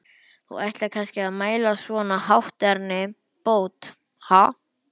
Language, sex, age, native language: Icelandic, male, 11, Icelandic